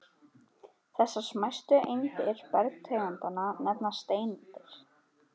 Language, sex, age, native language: Icelandic, female, 12, Icelandic